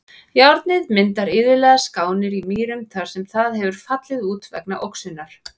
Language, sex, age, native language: Icelandic, female, 40-49, Icelandic